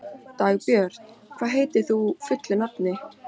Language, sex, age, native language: Icelandic, female, 13, Icelandic